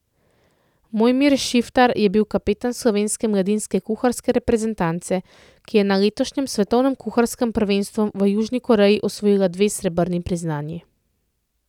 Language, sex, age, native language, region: Slovenian, female, 30-49, Slovenian, Central Slovenia